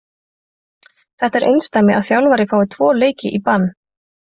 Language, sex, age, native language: Icelandic, female, 20-29, Icelandic